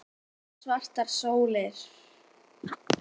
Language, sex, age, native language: Icelandic, female, 10, Icelandic